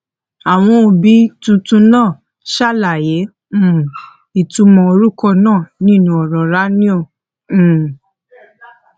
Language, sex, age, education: Yoruba, female, 15-29, tertiary